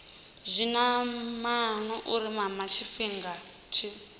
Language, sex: Venda, female